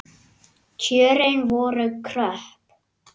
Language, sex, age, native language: Icelandic, male, 9, Icelandic